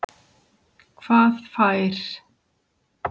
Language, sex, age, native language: Icelandic, female, 60-69, Icelandic